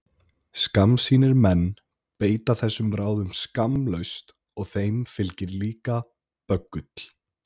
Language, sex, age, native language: Icelandic, male, 20-29, Icelandic